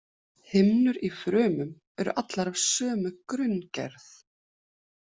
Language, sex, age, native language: Icelandic, female, 20-29, Icelandic